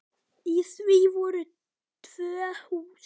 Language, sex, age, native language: Icelandic, male, 9, Icelandic